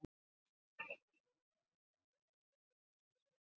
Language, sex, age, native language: Icelandic, male, 11, Icelandic